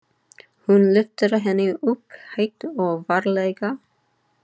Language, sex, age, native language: Icelandic, female, 30-39, English